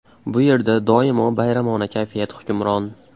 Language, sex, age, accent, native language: Uzbek, male, 12-17, Andijon, Uzbek